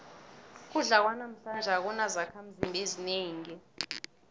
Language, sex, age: South Ndebele, female, 22